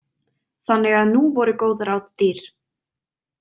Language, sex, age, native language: Icelandic, female, 20-29, Icelandic